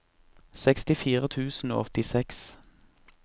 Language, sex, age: Norwegian, male, 24